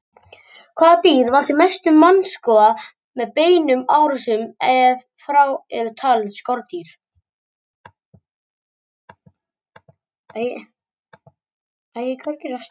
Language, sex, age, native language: Icelandic, male, 18-19, Icelandic